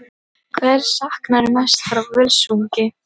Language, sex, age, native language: Icelandic, female, 12, Icelandic